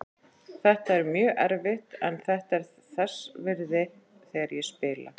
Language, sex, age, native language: Icelandic, female, 40-49, Icelandic